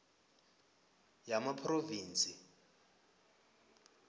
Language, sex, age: South Ndebele, male, 20